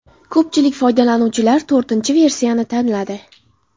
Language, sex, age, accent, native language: Uzbek, female, 18-24, Xorazm, Uzbek